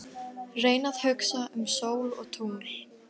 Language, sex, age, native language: Icelandic, female, 12, Icelandic